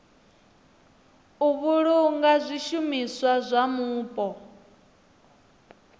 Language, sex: Venda, female